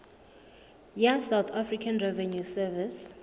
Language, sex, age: Southern Sotho, female, 27